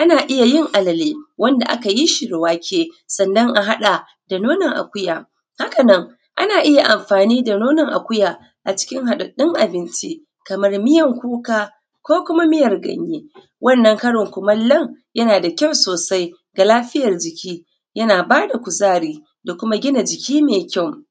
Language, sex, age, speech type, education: Hausa, female, 30-45, spontaneous, secondary